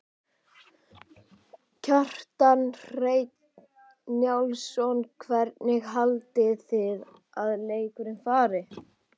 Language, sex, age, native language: Icelandic, male, 12, Icelandic